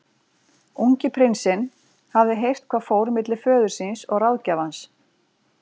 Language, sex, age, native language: Icelandic, female, 40-49, Icelandic